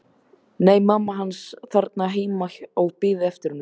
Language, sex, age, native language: Icelandic, male, 13, Icelandic